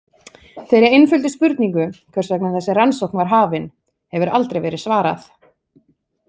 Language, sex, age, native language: Icelandic, female, 30-39, Icelandic